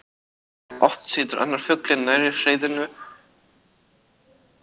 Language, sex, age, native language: Icelandic, other, 18-19, Icelandic